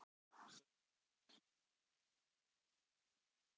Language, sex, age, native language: Icelandic, male, 20-29, Icelandic